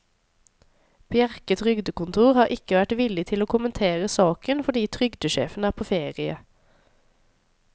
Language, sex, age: Norwegian, female, 26